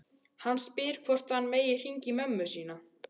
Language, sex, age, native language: Icelandic, male, 12, Icelandic